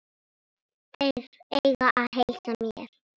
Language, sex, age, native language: Icelandic, female, 8, Icelandic